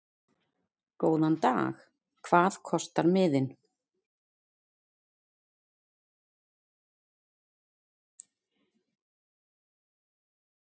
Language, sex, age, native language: Icelandic, female, 40-49, Icelandic